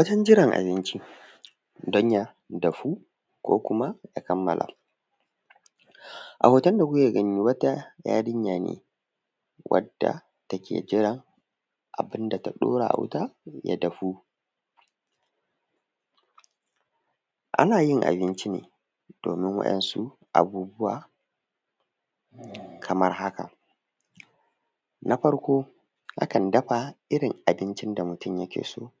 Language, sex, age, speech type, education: Hausa, male, 15-29, spontaneous, tertiary